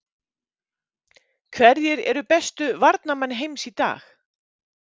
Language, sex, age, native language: Icelandic, female, 50-59, Icelandic